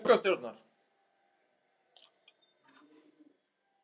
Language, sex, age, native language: Icelandic, male, 20-29, Icelandic